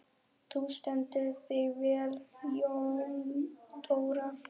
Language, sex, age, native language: Icelandic, female, 11, German